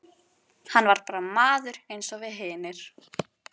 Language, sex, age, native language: Icelandic, female, 11, Icelandic